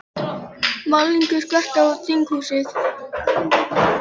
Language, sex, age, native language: Icelandic, male, 18-19, Icelandic